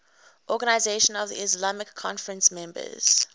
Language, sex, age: English, female, 21